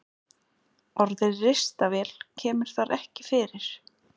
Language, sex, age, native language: Icelandic, female, 20-29, Icelandic